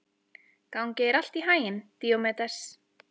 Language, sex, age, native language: Icelandic, female, 30-39, Icelandic